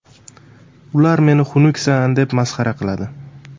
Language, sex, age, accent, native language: Uzbek, male, 18-24, Andijon, Uzbek